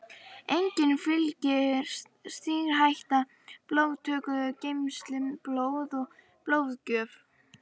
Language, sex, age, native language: Icelandic, female, 50-59, Icelandic